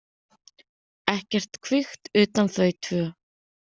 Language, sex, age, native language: Icelandic, female, 30-39, Icelandic